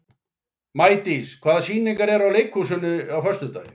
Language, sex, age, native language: Icelandic, male, 40-49, Icelandic